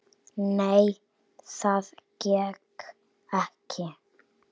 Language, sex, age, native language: Icelandic, male, 7, Icelandic